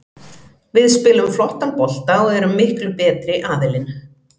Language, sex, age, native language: Icelandic, female, 40-49, Icelandic